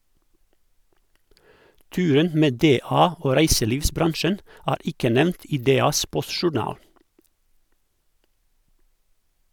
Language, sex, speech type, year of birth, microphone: Norwegian, male, read, 1971, Sennheiser